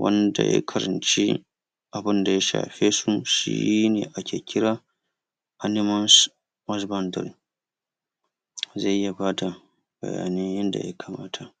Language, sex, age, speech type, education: Hausa, male, 30-45, spontaneous, tertiary